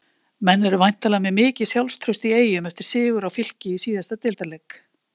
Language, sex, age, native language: Icelandic, female, 50-59, Icelandic